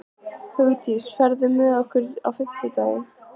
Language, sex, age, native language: Icelandic, female, 14, Icelandic